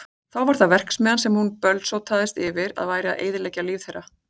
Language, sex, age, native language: Icelandic, female, 40-49, Icelandic